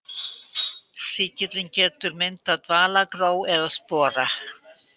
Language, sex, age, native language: Icelandic, female, 80-89, Icelandic